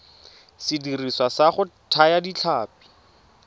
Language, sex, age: Tswana, male, 22